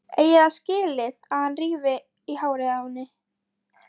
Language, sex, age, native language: Icelandic, female, 13, Icelandic